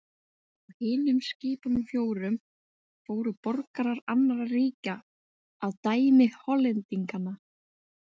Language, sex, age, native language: Icelandic, female, 20-29, Icelandic